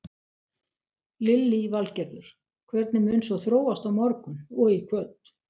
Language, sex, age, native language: Icelandic, female, 60-69, Icelandic